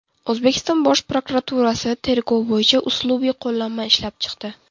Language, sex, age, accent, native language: Uzbek, female, 18-24, Toshkent shahri, Uzbek